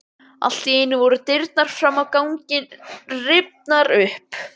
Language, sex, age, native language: Icelandic, male, 12, Icelandic